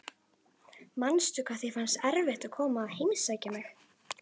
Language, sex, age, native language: Icelandic, female, 11, Icelandic